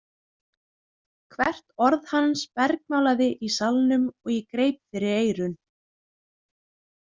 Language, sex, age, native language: Icelandic, female, 20-29, Icelandic